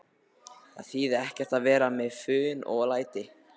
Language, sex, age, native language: Icelandic, other, 13, Icelandic